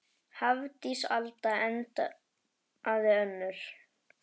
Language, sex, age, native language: Icelandic, female, 10, Icelandic